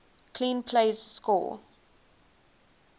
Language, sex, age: English, female, 19